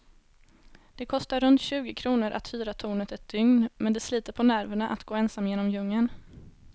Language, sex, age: Swedish, female, 18